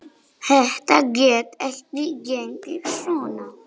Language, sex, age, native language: Icelandic, male, 9, Polish